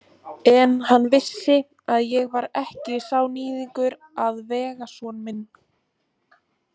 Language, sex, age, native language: Icelandic, female, 18-19, Icelandic